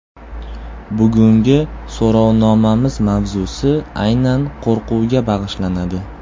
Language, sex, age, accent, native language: Uzbek, male, 18-24, Qoraqalpog'iston, Uzbek